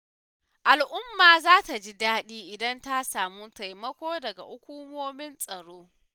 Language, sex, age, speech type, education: Hausa, female, 15-29, spontaneous, tertiary